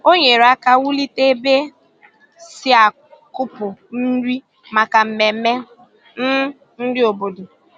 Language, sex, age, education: Igbo, female, 15-29, secondary